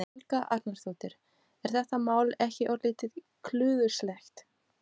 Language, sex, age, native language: Icelandic, female, 20-29, Portuguese